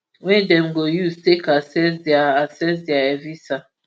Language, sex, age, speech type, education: Nigerian Pidgin, female, 30-45, spontaneous, tertiary